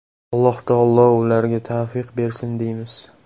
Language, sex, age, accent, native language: Uzbek, male, 18-24, Toshkent shahri, Uzbek